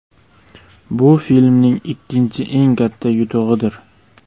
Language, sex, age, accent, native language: Uzbek, male, 18-24, Jizzax, Uzbek